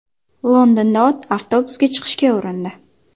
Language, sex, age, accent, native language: Uzbek, female, 19-29, Qashqadaryo, Uzbek